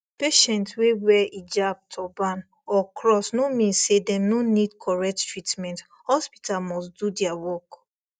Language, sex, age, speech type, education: Nigerian Pidgin, female, 15-29, spontaneous, tertiary